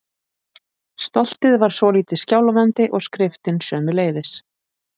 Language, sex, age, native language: Icelandic, female, 30-39, Icelandic